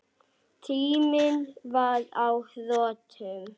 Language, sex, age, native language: Icelandic, female, 9, Icelandic